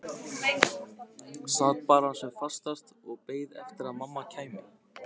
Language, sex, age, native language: Icelandic, male, 15, Icelandic